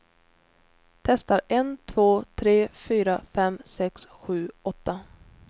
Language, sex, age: Swedish, female, 29